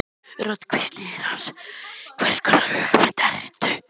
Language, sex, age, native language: Icelandic, male, 11, Icelandic